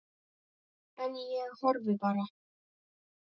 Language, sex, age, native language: Icelandic, male, 8, Icelandic